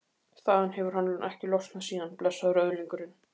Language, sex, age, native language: Icelandic, male, 15, Icelandic